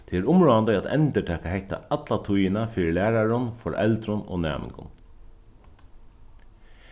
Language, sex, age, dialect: Faroese, male, 36-60, Norðurstreymoy/Eysturoy